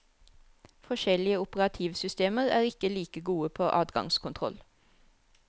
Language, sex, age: Norwegian, female, 34